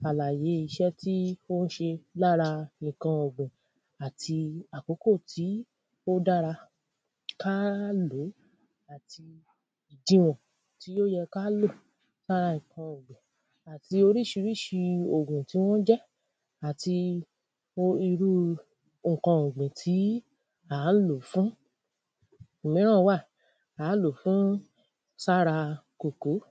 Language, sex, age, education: Yoruba, female, 30-45, tertiary